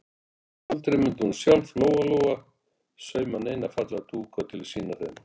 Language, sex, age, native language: Icelandic, male, 60-69, Icelandic